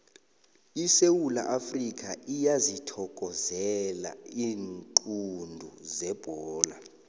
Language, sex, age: South Ndebele, male, 22